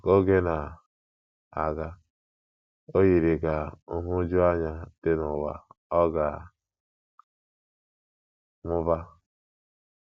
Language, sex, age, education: Igbo, male, 15-29, tertiary